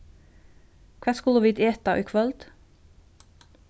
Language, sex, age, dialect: Faroese, female, 36-60, Vágar